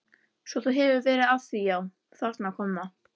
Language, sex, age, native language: Icelandic, female, 11, Icelandic